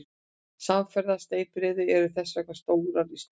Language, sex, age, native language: Icelandic, female, 60-69, Icelandic